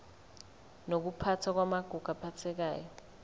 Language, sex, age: Zulu, female, 24